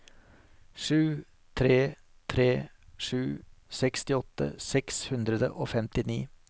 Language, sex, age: Norwegian, male, 43